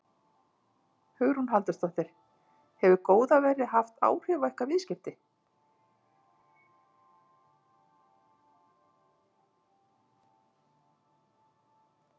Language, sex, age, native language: Icelandic, female, 50-59, Icelandic